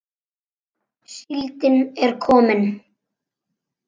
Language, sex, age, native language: Icelandic, male, 9, Icelandic